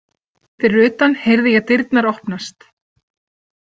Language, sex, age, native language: Icelandic, female, 30-39, Icelandic